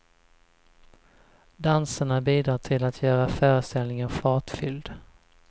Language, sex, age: Swedish, male, 20